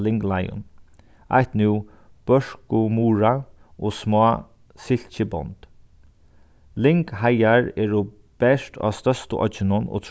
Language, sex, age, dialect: Faroese, male, 36-60, Sandoy